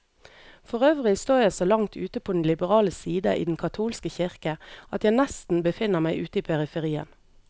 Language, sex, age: Norwegian, female, 38